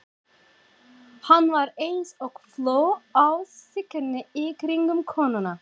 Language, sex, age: Icelandic, female, 40-49